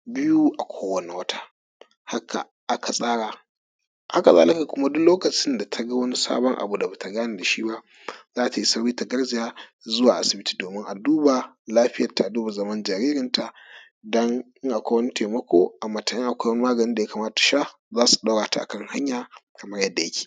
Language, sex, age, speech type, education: Hausa, male, 30-45, spontaneous, tertiary